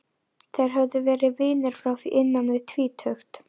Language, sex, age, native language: Icelandic, female, 11, Icelandic